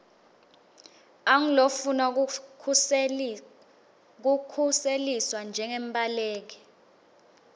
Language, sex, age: Swati, female, 20